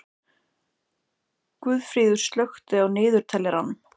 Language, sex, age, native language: Icelandic, male, 14, Icelandic